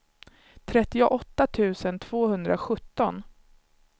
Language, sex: Swedish, male